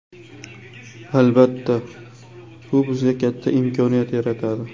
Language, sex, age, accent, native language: Uzbek, male, 25-34, Farg'ona, Uzbek